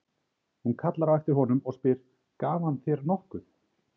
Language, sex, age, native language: Icelandic, male, 30-39, Icelandic